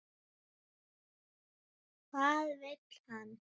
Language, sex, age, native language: Icelandic, male, 9, Icelandic